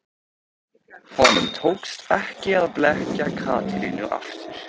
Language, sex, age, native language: Icelandic, male, 13, Icelandic